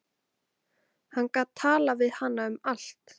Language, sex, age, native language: Icelandic, female, 14, Icelandic